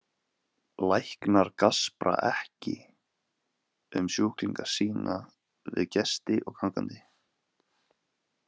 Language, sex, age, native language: Icelandic, male, 18-19, Icelandic